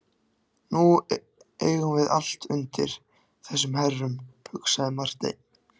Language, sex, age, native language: Icelandic, other, 14, Icelandic